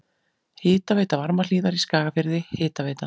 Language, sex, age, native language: Icelandic, female, 40-49, Icelandic